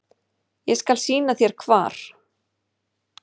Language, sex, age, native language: Icelandic, female, 40-49, Icelandic